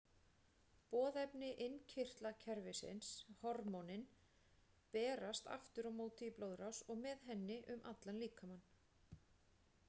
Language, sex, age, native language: Icelandic, female, 40-49, Icelandic